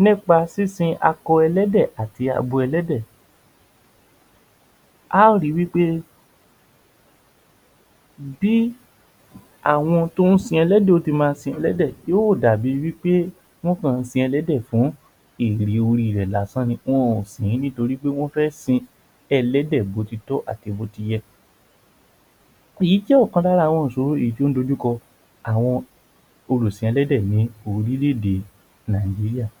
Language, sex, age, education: Yoruba, male, 60+, tertiary